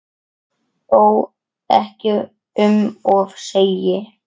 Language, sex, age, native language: Icelandic, male, 9, Icelandic